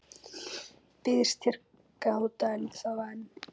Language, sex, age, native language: Icelandic, female, 9, Icelandic